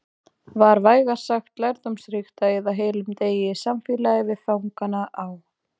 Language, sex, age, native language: Icelandic, female, 20-29, Icelandic